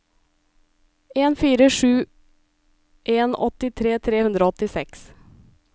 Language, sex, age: Norwegian, female, 37